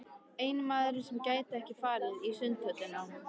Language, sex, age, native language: Icelandic, female, 13, Icelandic